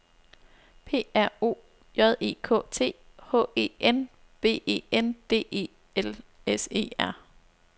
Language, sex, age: Danish, female, 26